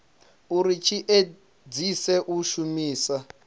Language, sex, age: Venda, male, 25